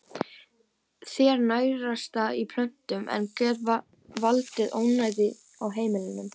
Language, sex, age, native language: Icelandic, female, 18-19, Icelandic